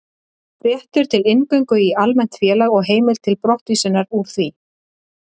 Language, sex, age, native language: Icelandic, female, 30-39, Icelandic